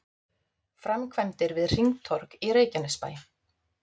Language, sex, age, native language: Icelandic, female, 30-39, Icelandic